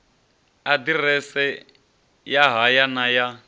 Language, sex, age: Venda, male, 30